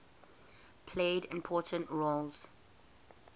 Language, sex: English, female